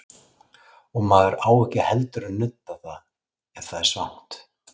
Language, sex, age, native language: Icelandic, male, 40-49, Icelandic